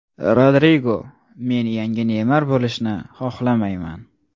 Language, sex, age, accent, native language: Uzbek, male, 18-24, Toshkent shahri, Uzbek